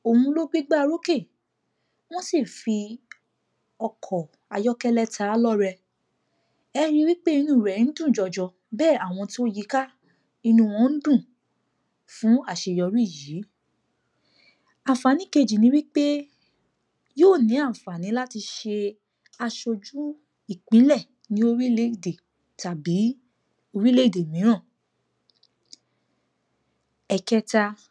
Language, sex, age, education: Yoruba, female, 30-45, tertiary